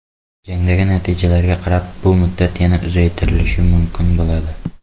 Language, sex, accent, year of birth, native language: Uzbek, male, Xorazm, 2002, Uzbek